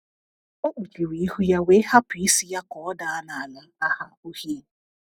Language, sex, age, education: Igbo, female, 30-45, tertiary